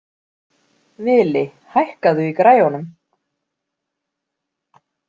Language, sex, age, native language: Icelandic, female, 40-49, Icelandic